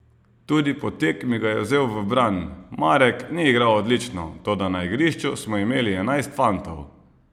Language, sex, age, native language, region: Slovenian, male, 30-49, Slovenian, Savinja region